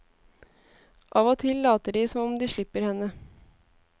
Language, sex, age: Norwegian, female, 18